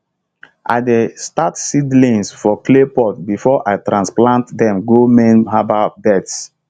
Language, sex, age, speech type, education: Nigerian Pidgin, male, 30-45, spontaneous, tertiary